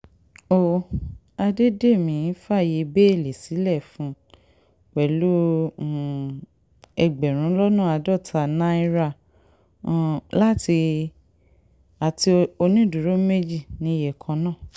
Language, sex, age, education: Yoruba, female, 30-45, tertiary